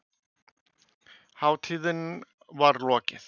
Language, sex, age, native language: Icelandic, male, 50-59, Icelandic